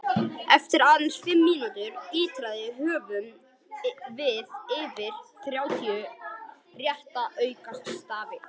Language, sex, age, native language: Icelandic, female, 50-59, Icelandic